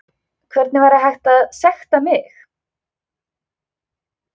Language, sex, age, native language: Icelandic, female, 30-39, Icelandic